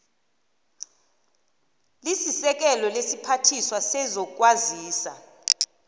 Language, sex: South Ndebele, female